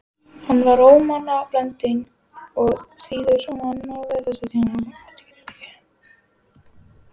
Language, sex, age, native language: Icelandic, female, 12, Icelandic